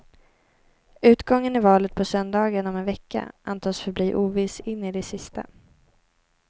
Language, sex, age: Swedish, female, 18